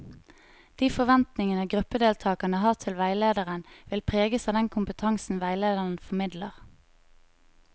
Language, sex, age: Norwegian, female, 25